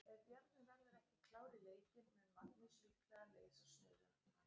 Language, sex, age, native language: Icelandic, female, 40-49, Icelandic